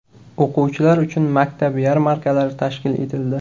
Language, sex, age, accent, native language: Uzbek, male, 18-24, Qashqadaryo, Uzbek